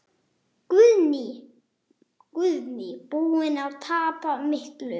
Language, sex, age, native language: Icelandic, male, 8, Icelandic